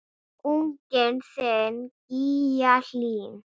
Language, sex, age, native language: Icelandic, female, 9, Icelandic